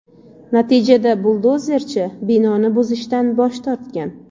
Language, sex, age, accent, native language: Uzbek, female, 25-34, Andijon, Uzbek